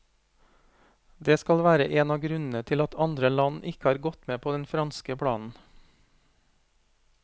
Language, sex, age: Norwegian, male, 40